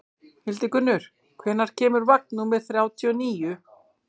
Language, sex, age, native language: Icelandic, female, 40-49, Icelandic